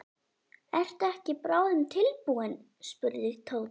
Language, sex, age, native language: Icelandic, female, 11, Icelandic